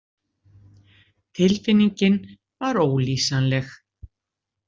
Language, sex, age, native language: Icelandic, female, 60-69, Icelandic